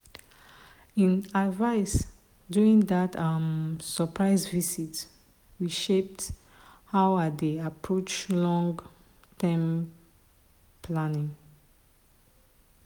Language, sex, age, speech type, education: Nigerian Pidgin, female, 30-45, spontaneous, tertiary